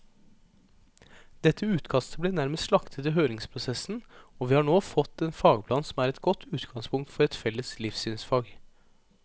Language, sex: Norwegian, male